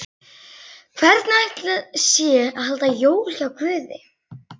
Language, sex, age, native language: Icelandic, female, 11, Icelandic